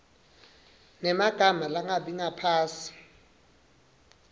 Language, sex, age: Swati, male, 19